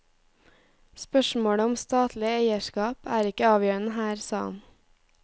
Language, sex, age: Norwegian, female, 18